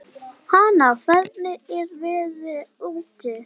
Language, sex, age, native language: Icelandic, male, 12, Icelandic